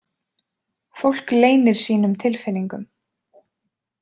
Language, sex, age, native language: Icelandic, female, 20-29, Icelandic